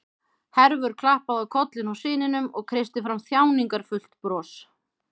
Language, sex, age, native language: Icelandic, female, 30-39, Icelandic